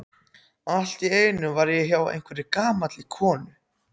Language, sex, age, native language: Icelandic, other, 14, Icelandic